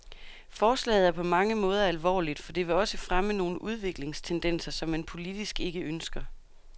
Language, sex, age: Danish, female, 32